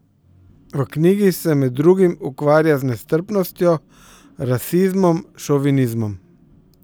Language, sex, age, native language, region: Slovenian, male, 50-59, Slovenian, Central Slovenia